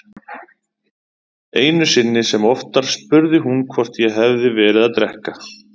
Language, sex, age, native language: Icelandic, male, 30-39, Icelandic